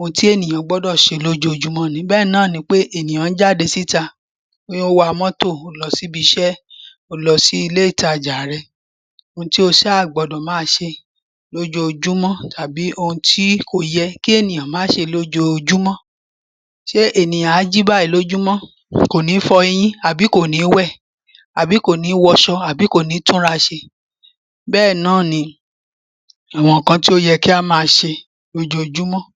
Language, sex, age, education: Yoruba, female, 46-60, primary